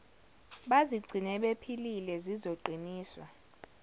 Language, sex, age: Zulu, female, 17